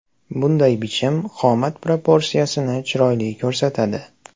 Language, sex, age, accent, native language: Uzbek, male, 18-24, Andijon, Uzbek